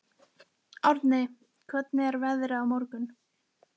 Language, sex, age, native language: Icelandic, female, 12, Icelandic